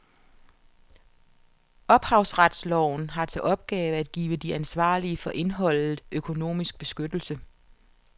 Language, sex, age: Danish, female, 47